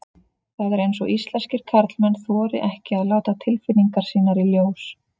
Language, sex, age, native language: Icelandic, female, 30-39, Icelandic